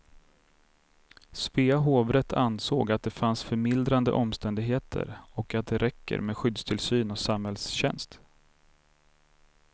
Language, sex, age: Swedish, male, 32